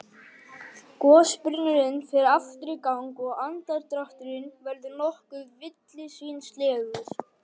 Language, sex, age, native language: Icelandic, male, 11, Icelandic